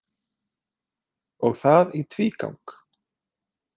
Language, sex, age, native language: Icelandic, male, 30-39, Icelandic